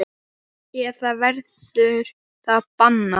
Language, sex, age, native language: Icelandic, male, 8, Icelandic